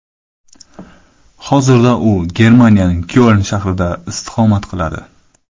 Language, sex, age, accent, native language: Uzbek, male, 25-34, Qoraqalpog'iston, Karakalpak